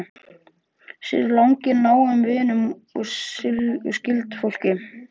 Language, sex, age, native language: Icelandic, male, 14, Icelandic